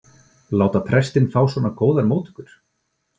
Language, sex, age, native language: Icelandic, male, 40-49, Icelandic